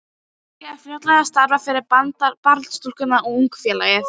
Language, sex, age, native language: Icelandic, female, 12, Icelandic